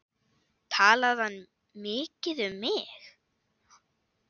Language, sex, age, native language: Icelandic, female, 8, Icelandic